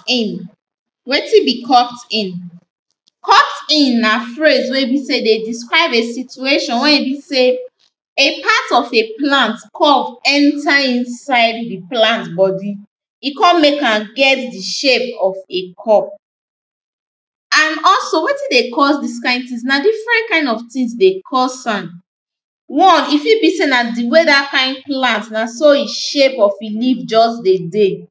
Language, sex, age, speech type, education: Nigerian Pidgin, female, 15-29, spontaneous, tertiary